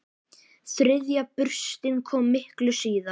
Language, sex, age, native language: Icelandic, male, 10, Icelandic